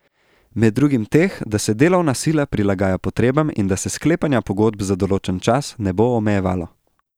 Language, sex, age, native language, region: Slovenian, male, 18-29, Slovenian, Central Slovenia